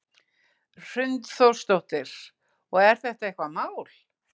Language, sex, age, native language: Icelandic, female, 60-69, Icelandic